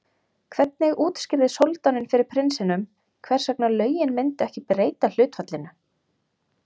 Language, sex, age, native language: Icelandic, female, 30-39, Icelandic